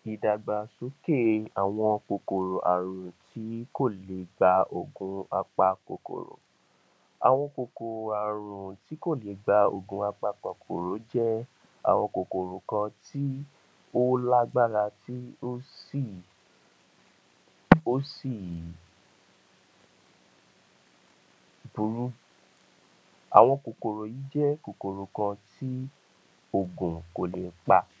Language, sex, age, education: Yoruba, male, 46-60, tertiary